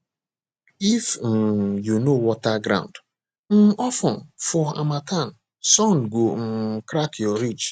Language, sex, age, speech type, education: Nigerian Pidgin, male, 30-45, spontaneous, tertiary